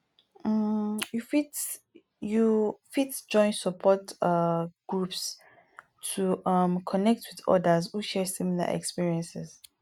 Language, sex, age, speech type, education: Nigerian Pidgin, female, 15-29, spontaneous, tertiary